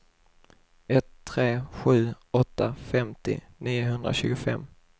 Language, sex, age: Swedish, male, 21